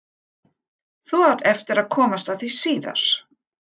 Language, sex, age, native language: Icelandic, female, 50-59, German